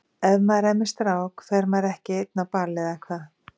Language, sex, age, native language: Icelandic, female, 50-59, Icelandic